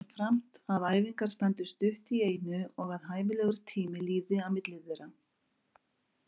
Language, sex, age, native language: Icelandic, female, 50-59, Icelandic